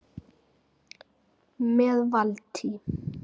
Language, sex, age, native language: Icelandic, female, 9, Icelandic